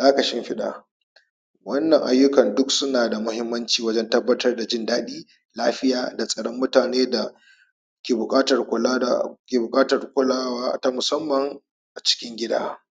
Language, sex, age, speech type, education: Hausa, male, 30-45, spontaneous, tertiary